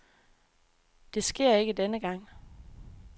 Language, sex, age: Danish, female, 24